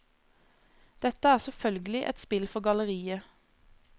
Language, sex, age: Norwegian, female, 26